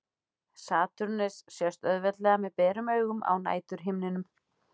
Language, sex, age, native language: Icelandic, female, 40-49, Icelandic